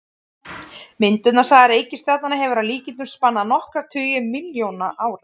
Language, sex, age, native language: Icelandic, female, 30-39, Icelandic